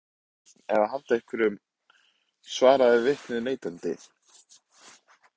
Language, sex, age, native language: Icelandic, male, 20-29, Icelandic